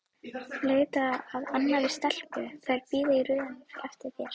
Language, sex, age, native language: Icelandic, female, 12, Icelandic